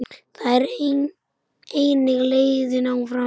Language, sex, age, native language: Icelandic, male, 10, Icelandic